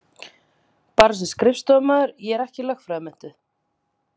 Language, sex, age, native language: Icelandic, female, 30-39, Icelandic